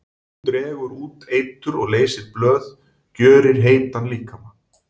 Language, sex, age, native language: Icelandic, male, 40-49, Icelandic